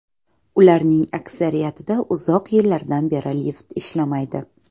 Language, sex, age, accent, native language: Uzbek, female, 18-24, Toshkent viloyati, Uzbek